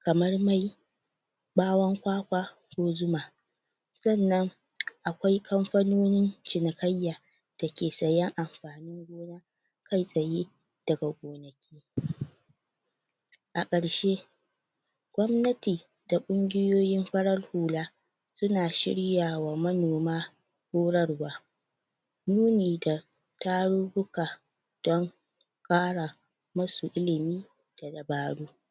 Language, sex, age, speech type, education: Hausa, female, 30-45, spontaneous, tertiary